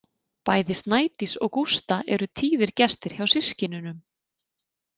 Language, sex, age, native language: Icelandic, female, 30-39, Icelandic